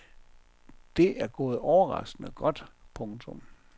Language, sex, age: Danish, male, 57